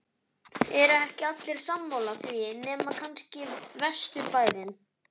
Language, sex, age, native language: Icelandic, male, 11, Icelandic